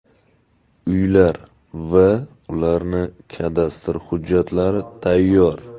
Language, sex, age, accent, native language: Uzbek, male, 25-34, Jizzax, Uzbek